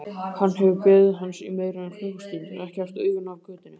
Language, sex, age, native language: Icelandic, male, 18-19, Icelandic